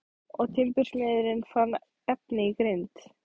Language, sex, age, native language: Icelandic, female, 15, Icelandic